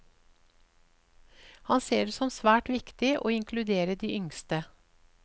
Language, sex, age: Norwegian, female, 54